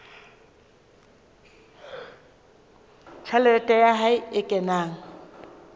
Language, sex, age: Southern Sotho, female, 23